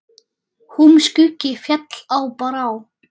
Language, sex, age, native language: Icelandic, male, 9, Icelandic